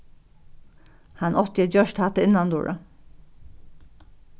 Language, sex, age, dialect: Faroese, female, 36-60, Norðuroyggjar